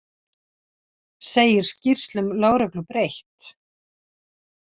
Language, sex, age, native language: Icelandic, female, 60-69, Icelandic